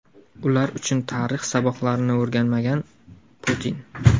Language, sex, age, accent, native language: Uzbek, male, 19-29, Jizzax, Uzbek